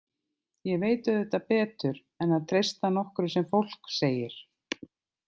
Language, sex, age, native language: Icelandic, other, 50-59, Icelandic